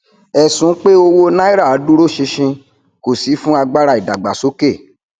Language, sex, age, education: Yoruba, male, 30-45, tertiary